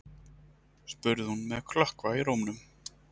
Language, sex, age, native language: Icelandic, male, 30-39, Icelandic